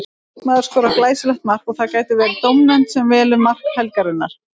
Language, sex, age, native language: Icelandic, female, 30-39, Icelandic